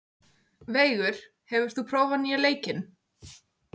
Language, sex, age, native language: Icelandic, female, 18-19, Icelandic